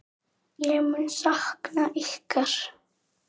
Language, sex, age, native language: Icelandic, female, 8, Icelandic